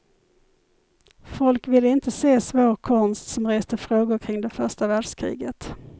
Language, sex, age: Swedish, female, 51